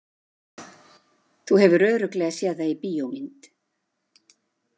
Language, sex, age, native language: Icelandic, female, 50-59, Icelandic